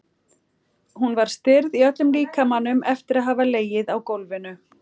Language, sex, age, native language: Icelandic, female, 40-49, Icelandic